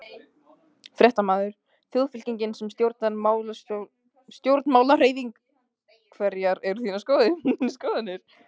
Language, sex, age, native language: Icelandic, female, 15, Icelandic